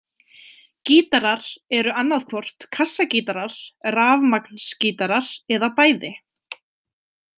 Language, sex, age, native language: Icelandic, female, 20-29, Icelandic